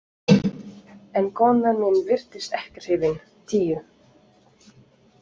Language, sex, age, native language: Icelandic, other, 30-39, French